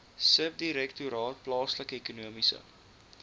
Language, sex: Afrikaans, male